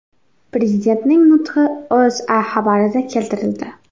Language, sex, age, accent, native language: Uzbek, female, 18-24, Xorazm, Uzbek